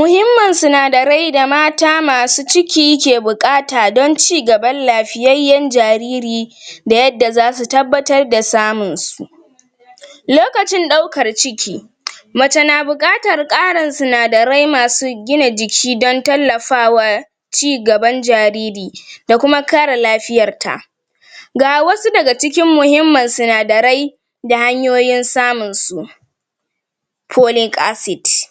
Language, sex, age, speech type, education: Hausa, female, 46-60, spontaneous, tertiary